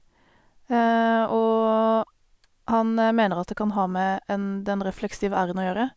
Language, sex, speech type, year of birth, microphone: Norwegian, female, spontaneous, 1988, Sennheiser